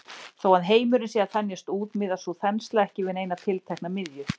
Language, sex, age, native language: Icelandic, female, 40-49, Icelandic